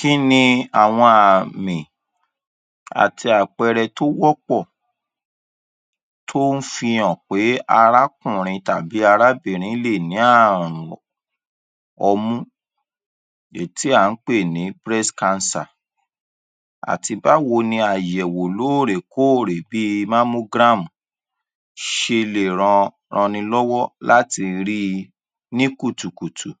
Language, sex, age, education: Yoruba, male, 30-45, tertiary